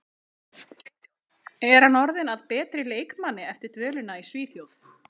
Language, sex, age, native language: Icelandic, female, 30-39, Icelandic